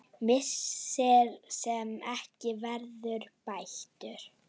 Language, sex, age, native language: Icelandic, female, 9, Icelandic